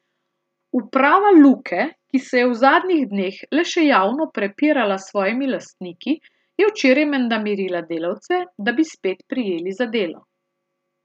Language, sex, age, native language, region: Slovenian, female, 30-49, Slovenian, Central Slovenia